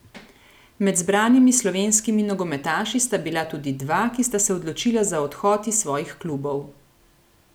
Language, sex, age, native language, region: Slovenian, female, 30-49, Slovenian, Gorenjska region